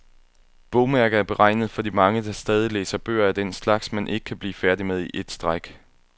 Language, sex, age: Danish, male, 21